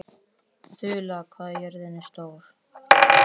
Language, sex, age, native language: Icelandic, male, 11, Icelandic